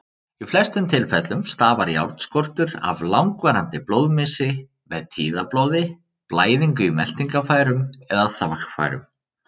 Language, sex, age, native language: Icelandic, male, 30-39, Icelandic